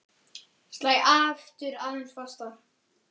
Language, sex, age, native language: Icelandic, male, 8, Icelandic